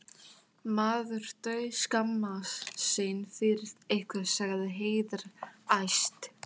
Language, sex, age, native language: Icelandic, female, 18-19, Thai